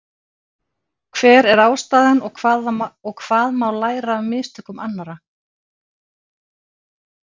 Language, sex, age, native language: Icelandic, female, 50-59, Icelandic